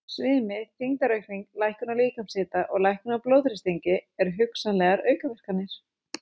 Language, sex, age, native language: Icelandic, female, 30-39, Icelandic